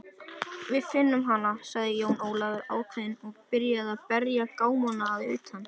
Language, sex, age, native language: Icelandic, male, 18-19, Icelandic